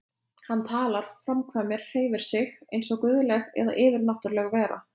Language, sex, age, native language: Icelandic, female, 20-29, Lithuanian